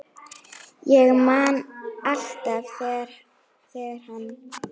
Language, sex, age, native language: Icelandic, female, 9, Icelandic